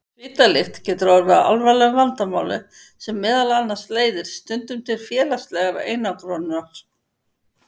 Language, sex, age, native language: Icelandic, female, 50-59, Icelandic